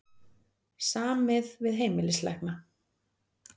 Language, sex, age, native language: Icelandic, female, 40-49, Icelandic